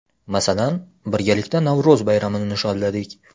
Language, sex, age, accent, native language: Uzbek, male, 18-24, Xorazm, Uzbek